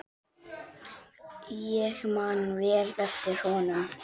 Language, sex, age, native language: Icelandic, male, 7, Icelandic